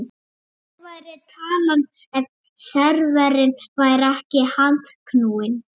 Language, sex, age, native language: Icelandic, male, 40-49, Icelandic